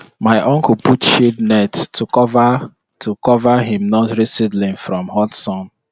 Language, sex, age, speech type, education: Nigerian Pidgin, male, 15-29, spontaneous, tertiary